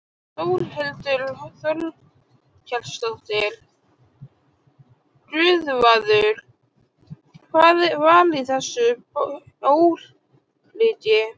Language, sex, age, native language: Icelandic, female, 12, Icelandic